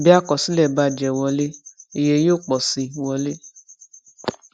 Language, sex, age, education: Yoruba, female, 15-29, tertiary